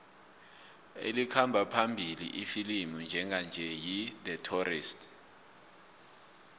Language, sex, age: South Ndebele, male, 24